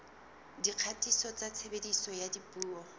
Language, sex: Southern Sotho, female